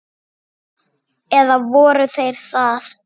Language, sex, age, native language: Icelandic, male, 6, Icelandic